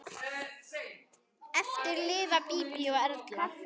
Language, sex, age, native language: Icelandic, female, 10, Icelandic